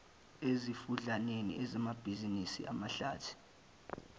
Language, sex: Zulu, male